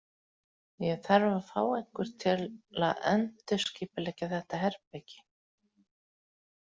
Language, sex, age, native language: Icelandic, female, 40-49, Icelandic